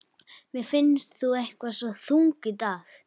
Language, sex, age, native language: Icelandic, female, 11, Icelandic